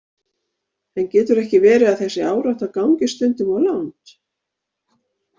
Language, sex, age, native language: Icelandic, female, 50-59, Icelandic